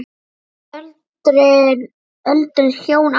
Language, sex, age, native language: Icelandic, female, 9, Icelandic